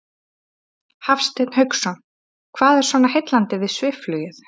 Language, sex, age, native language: Icelandic, female, 30-39, Icelandic